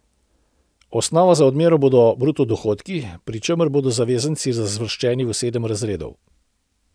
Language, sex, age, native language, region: Slovenian, male, 60+, Slovenian, Central Slovenia